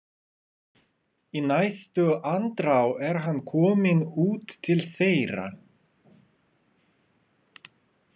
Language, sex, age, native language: Icelandic, male, 30-39, Russian